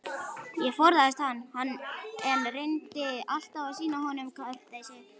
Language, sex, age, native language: Icelandic, male, 11, Icelandic